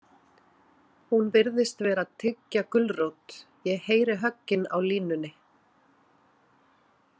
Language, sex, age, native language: Icelandic, female, 40-49, Icelandic